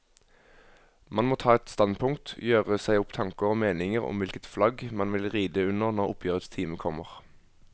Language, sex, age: Norwegian, male, 21